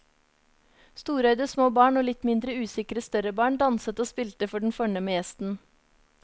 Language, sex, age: Norwegian, female, 30